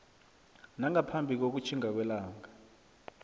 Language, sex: South Ndebele, male